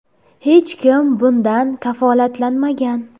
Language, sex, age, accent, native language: Uzbek, female, 18-24, Jizzax, Uzbek